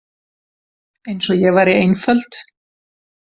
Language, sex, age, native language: Icelandic, female, 40-49, Icelandic